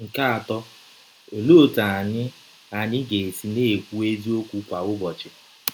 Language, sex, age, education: Igbo, male, 30-45, tertiary